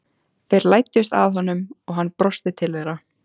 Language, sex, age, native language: Icelandic, female, 14, Icelandic